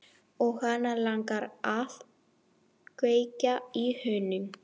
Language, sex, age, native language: Icelandic, female, 40-49, Spanish